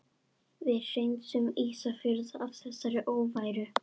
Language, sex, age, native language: Icelandic, female, 11, Icelandic